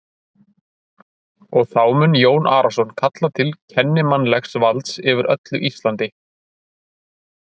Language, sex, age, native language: Icelandic, male, 30-39, Icelandic